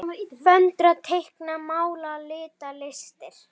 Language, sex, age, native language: Icelandic, female, 9, Icelandic